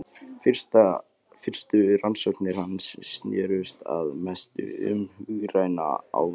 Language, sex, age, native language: Icelandic, male, 18-19, Icelandic